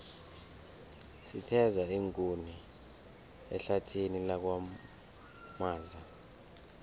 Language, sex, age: South Ndebele, male, 24